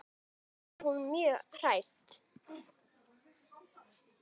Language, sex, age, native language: Icelandic, female, 40-49, Icelandic